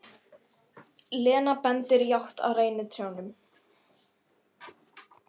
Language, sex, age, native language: Icelandic, female, 11, Icelandic